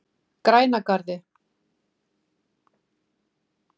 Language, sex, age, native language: Icelandic, female, 50-59, Icelandic